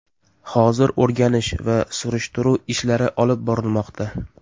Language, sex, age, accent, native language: Uzbek, male, 18-24, Toshkent shahri, Uzbek